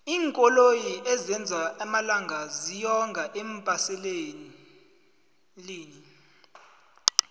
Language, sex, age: South Ndebele, male, 20